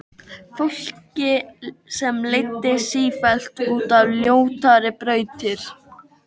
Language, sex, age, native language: Icelandic, male, 13, Icelandic